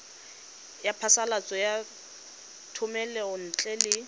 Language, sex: Tswana, female